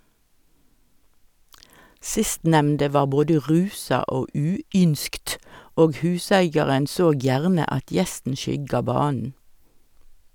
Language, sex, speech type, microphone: Norwegian, female, read, Sennheiser